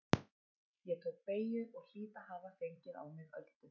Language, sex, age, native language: Icelandic, female, 20-29, Icelandic